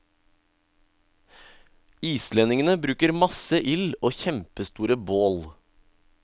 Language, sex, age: Norwegian, male, 31